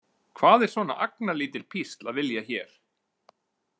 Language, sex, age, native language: Icelandic, male, 40-49, Icelandic